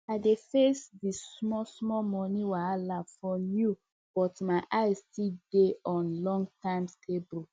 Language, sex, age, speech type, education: Nigerian Pidgin, female, 15-29, spontaneous, tertiary